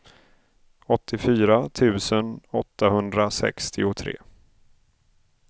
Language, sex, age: Swedish, male, 31